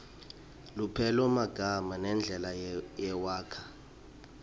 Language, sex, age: Swati, male, 23